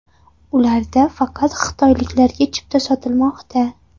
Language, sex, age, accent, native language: Uzbek, female, 18-24, Surxondaryo, Uzbek